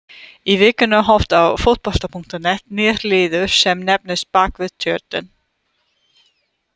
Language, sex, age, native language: Icelandic, female, 30-39, German